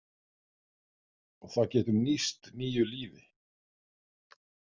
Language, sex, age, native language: Icelandic, male, 50-59, Icelandic